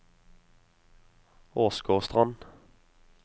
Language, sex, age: Norwegian, male, 22